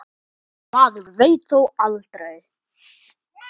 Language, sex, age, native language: Icelandic, female, 10, Icelandic